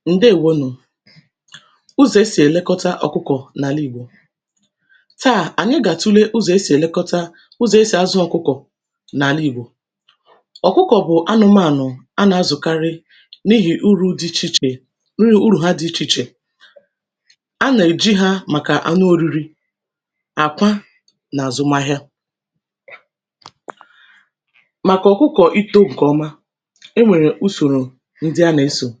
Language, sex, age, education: Igbo, female, 15-29, tertiary